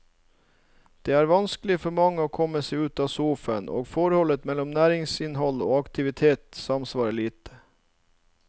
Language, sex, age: Norwegian, male, 39